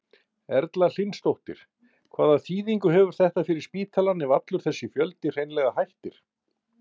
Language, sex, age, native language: Icelandic, male, 50-59, Icelandic